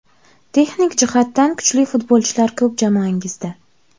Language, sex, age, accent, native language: Uzbek, female, 18-24, Andijon, Uzbek